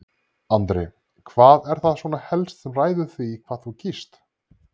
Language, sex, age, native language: Icelandic, male, 30-39, Icelandic